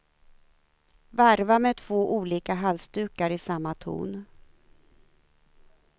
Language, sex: Swedish, female